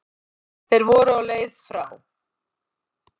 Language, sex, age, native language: Icelandic, female, 40-49, Icelandic